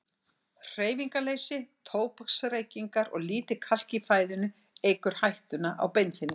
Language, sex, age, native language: Icelandic, female, 60-69, Icelandic